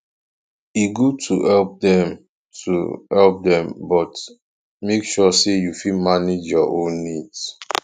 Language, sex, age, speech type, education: Nigerian Pidgin, male, 15-29, spontaneous, tertiary